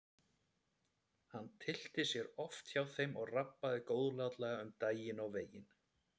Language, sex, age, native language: Icelandic, male, 30-39, Icelandic